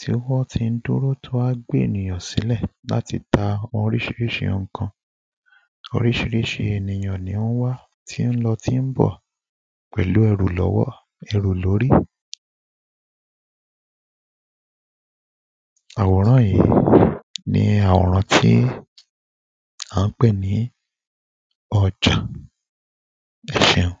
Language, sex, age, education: Yoruba, male, 15-29, primary